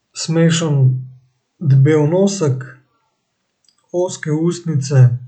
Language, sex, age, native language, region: Slovenian, male, 18-29, Slovenian, Central Slovenia